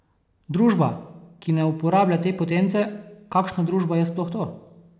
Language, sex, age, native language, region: Slovenian, male, 30-49, Slovenian, Posavska region